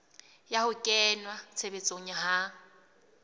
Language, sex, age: Southern Sotho, female, 20